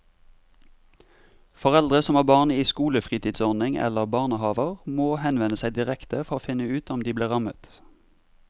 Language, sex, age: Norwegian, male, 32